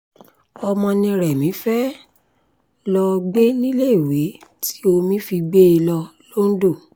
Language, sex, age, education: Yoruba, female, 30-45, tertiary